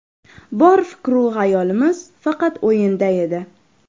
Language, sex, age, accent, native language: Uzbek, female, 12-17, Farg'ona, Uzbek